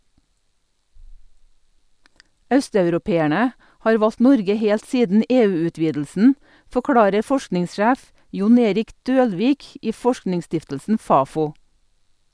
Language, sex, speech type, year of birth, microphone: Norwegian, female, read, 1962, Sennheiser